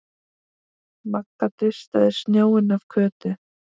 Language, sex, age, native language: Icelandic, female, 10, Icelandic